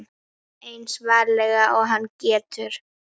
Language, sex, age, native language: Icelandic, female, 9, Icelandic